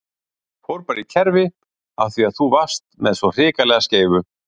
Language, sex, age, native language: Icelandic, male, 40-49, Icelandic